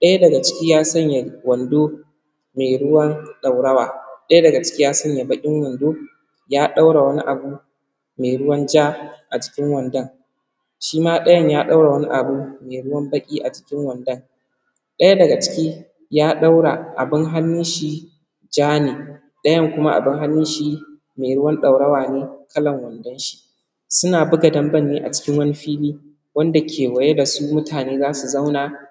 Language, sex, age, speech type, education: Hausa, male, 15-29, spontaneous, primary